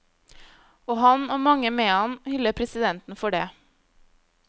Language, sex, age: Norwegian, female, 25